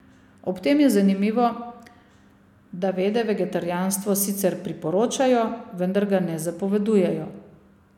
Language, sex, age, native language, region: Slovenian, female, 50-59, Slovenian, Savinja region